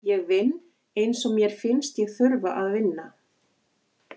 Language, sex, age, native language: Icelandic, female, 40-49, Icelandic